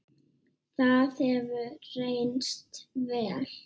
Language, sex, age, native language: Icelandic, female, 7, Icelandic